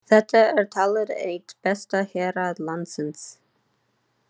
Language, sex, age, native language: Icelandic, female, 30-39, English